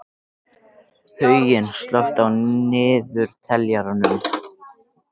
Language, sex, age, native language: Icelandic, male, 13, Icelandic